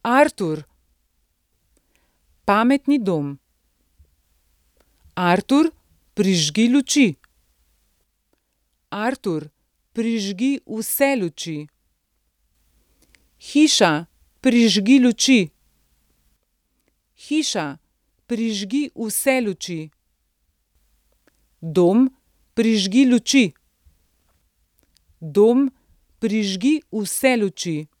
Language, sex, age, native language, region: Slovenian, female, 50-59, Slovenian, Central Slovenia